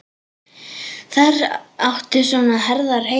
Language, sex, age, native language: Icelandic, female, 10, Icelandic